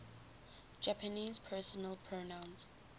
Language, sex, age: English, female, 19